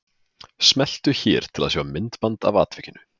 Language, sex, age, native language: Icelandic, male, 20-29, Icelandic